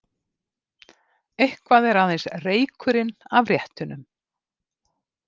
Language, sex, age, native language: Icelandic, female, 50-59, Icelandic